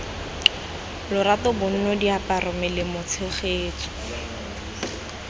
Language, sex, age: Tswana, female, 19